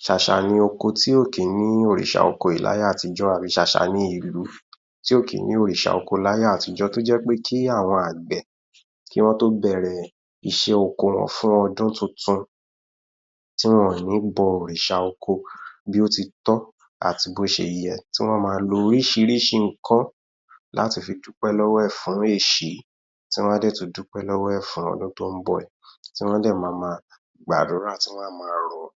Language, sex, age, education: Yoruba, male, 15-29, tertiary